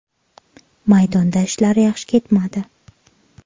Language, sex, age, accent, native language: Uzbek, female, 25-34, Qashqadaryo, Uzbek